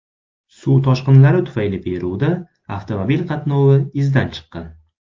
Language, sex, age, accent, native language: Uzbek, male, 19-29, Farg'ona, Uzbek